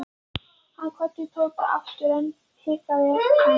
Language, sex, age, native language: Icelandic, female, 14, Icelandic